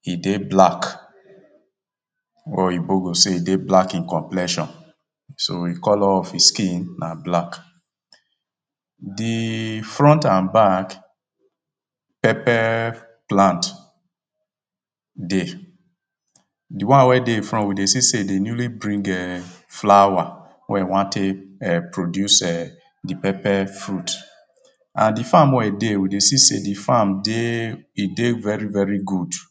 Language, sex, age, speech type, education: Nigerian Pidgin, male, 30-45, spontaneous, tertiary